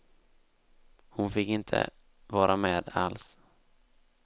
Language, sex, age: Swedish, male, 19